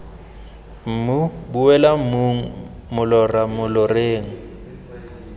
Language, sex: Tswana, male